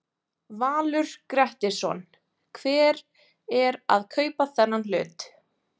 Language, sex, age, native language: Icelandic, female, 20-29, Icelandic